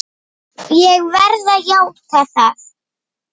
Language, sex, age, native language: Icelandic, male, 8, Icelandic